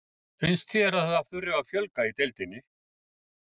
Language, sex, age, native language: Icelandic, male, 50-59, Icelandic